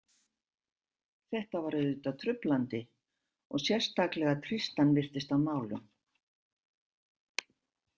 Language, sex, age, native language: Icelandic, female, 70-79, Icelandic